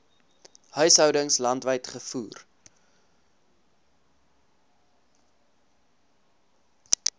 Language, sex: Afrikaans, male